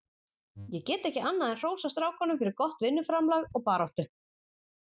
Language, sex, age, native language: Icelandic, female, 40-49, Icelandic